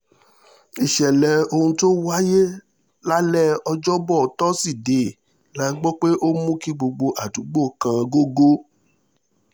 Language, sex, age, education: Yoruba, male, 30-45, tertiary